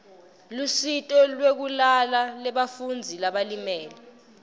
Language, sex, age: Swati, female, 20